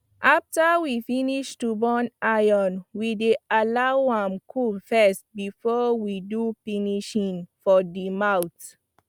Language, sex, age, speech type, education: Nigerian Pidgin, female, 15-29, spontaneous, tertiary